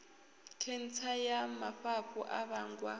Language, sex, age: Venda, female, 22